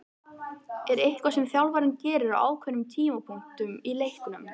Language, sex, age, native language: Icelandic, female, 13, Icelandic